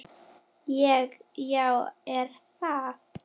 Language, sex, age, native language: Icelandic, female, 10, Icelandic